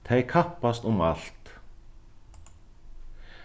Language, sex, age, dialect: Faroese, male, 36-60, Norðurstreymoy/Eysturoy